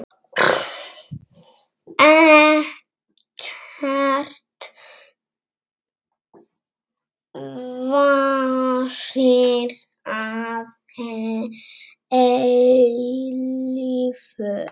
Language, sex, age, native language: Icelandic, female, 6, Icelandic